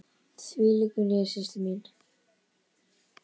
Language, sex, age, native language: Icelandic, male, 10, Icelandic